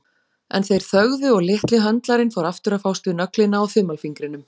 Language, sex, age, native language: Icelandic, female, 40-49, Icelandic